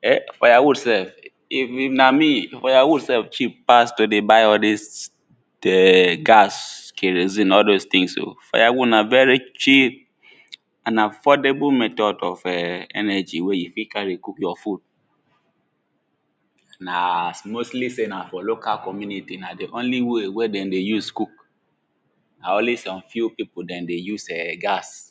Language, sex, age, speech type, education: Nigerian Pidgin, male, 15-29, spontaneous, tertiary